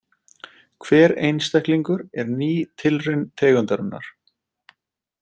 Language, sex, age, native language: Icelandic, male, 30-39, Icelandic